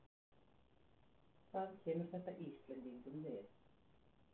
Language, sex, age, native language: Icelandic, female, 40-49, Icelandic